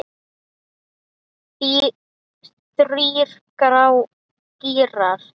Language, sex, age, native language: Icelandic, male, 10, Icelandic